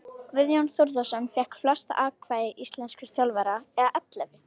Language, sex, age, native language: Icelandic, female, 18-19, Icelandic